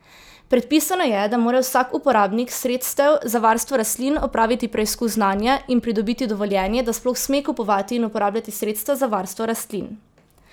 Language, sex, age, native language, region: Slovenian, female, 18-29, Slovenian, Drava region